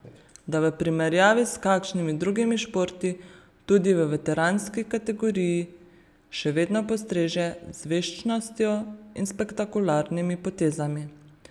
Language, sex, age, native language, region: Slovenian, female, 30-49, Slovenian, Savinja region